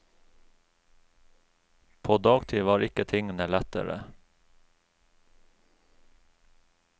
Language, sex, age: Norwegian, male, 36